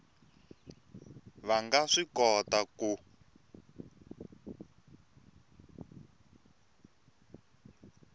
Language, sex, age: Tsonga, male, 24